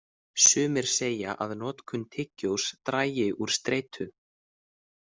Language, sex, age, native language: Icelandic, male, 18-19, Icelandic